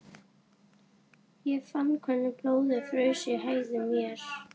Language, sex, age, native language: Icelandic, female, 11, Icelandic